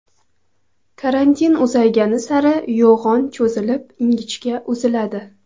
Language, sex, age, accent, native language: Uzbek, female, 18-24, Qoraqalpog'iston, Karakalpak